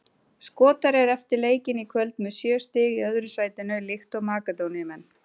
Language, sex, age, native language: Icelandic, female, 30-39, Icelandic